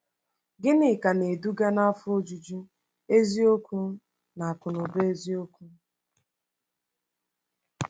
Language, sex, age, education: Igbo, female, 15-29, tertiary